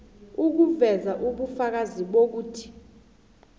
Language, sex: South Ndebele, female